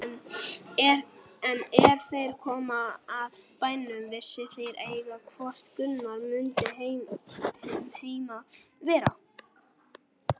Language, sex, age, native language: Icelandic, male, 18-19, Icelandic